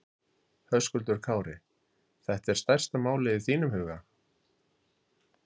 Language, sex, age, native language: Icelandic, male, 50-59, Icelandic